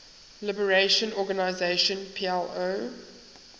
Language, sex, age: English, female, 19